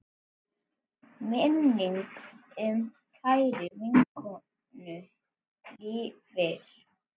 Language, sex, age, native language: Icelandic, male, 7, Icelandic